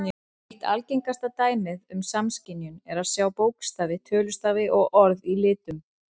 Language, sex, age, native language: Icelandic, female, 40-49, Icelandic